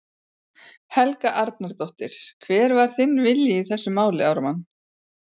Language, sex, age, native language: Icelandic, female, 40-49, Icelandic